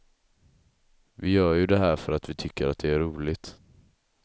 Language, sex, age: Swedish, male, 18